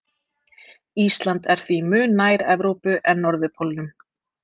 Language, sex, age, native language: Icelandic, female, 30-39, Icelandic